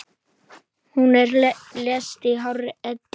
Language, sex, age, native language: Icelandic, male, 10, Icelandic